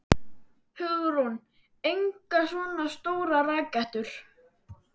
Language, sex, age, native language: Icelandic, male, 12, Icelandic